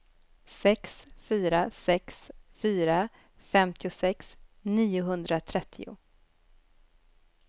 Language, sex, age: Swedish, female, 24